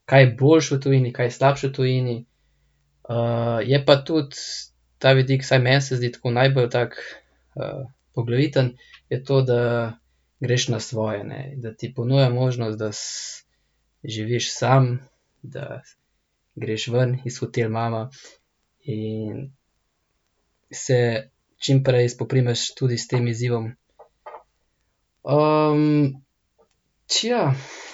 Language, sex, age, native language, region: Slovenian, male, 18-29, Slovenian, Central Slovenia